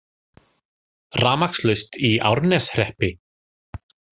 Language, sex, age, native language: Icelandic, male, 40-49, Icelandic